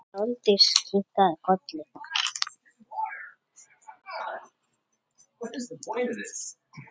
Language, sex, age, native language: Icelandic, male, 7, Icelandic